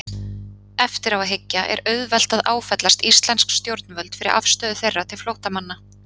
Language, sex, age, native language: Icelandic, female, 30-39, Icelandic